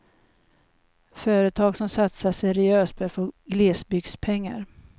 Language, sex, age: Swedish, female, 56